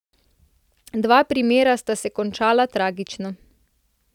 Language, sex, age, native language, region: Slovenian, female, 18-29, Slovenian, Central Slovenia